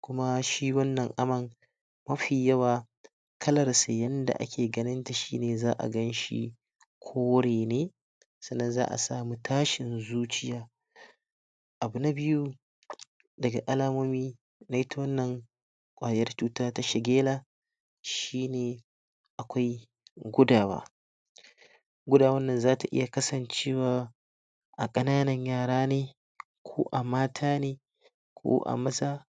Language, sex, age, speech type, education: Hausa, male, 60+, spontaneous, tertiary